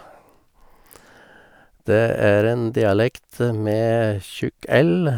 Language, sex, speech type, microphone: Norwegian, male, spontaneous, Sennheiser